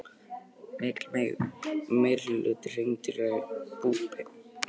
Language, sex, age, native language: Icelandic, male, 18-19, Icelandic